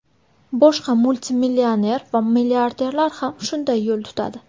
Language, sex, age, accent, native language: Uzbek, female, 19-29, Buxoro, Uzbek